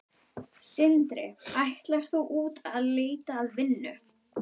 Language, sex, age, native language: Icelandic, female, 12, Icelandic